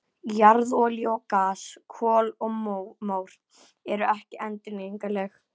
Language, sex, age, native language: Icelandic, female, 11, Icelandic